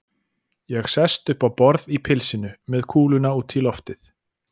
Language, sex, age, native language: Icelandic, male, 40-49, Icelandic